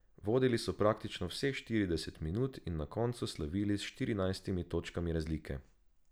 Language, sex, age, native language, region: Slovenian, male, 18-29, Slovenian, Drava region